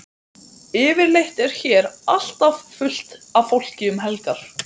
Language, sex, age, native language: Icelandic, male, 12, Icelandic